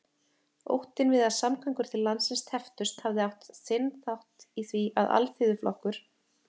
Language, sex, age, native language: Icelandic, female, 30-39, Icelandic